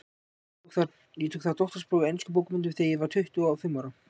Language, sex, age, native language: Icelandic, male, 18-19, Icelandic